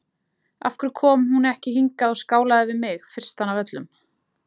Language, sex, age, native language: Icelandic, female, 20-29, Icelandic